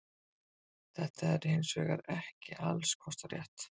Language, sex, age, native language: Icelandic, female, 50-59, Icelandic